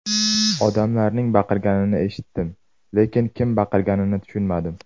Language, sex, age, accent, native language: Uzbek, male, 18-24, Jizzax, Uzbek